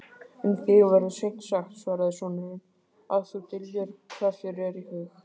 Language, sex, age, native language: Icelandic, male, 18-19, Icelandic